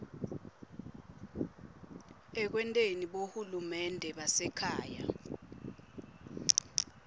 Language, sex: Swati, female